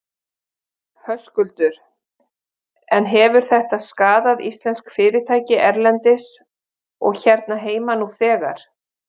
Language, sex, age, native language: Icelandic, female, 50-59, Icelandic